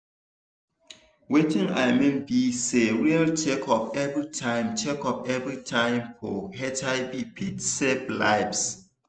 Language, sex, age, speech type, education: Nigerian Pidgin, male, 15-29, spontaneous, tertiary